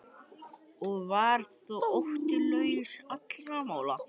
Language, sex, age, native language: Icelandic, female, 13, Icelandic